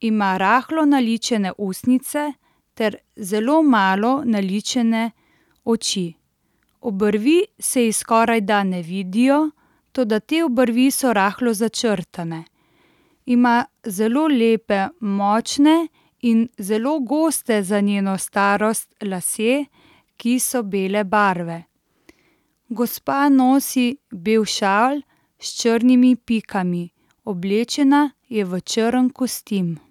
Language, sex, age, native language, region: Slovenian, female, 30-49, Slovenian, Central Slovenia